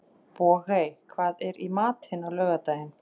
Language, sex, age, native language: Icelandic, male, 11, Icelandic